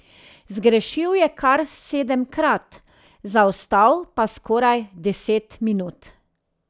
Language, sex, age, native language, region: Slovenian, female, 30-49, Slovenian, Drava region